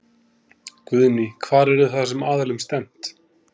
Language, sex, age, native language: Icelandic, male, 30-39, Icelandic